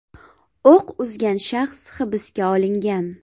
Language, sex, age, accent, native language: Uzbek, female, 18-24, Farg'ona, Uzbek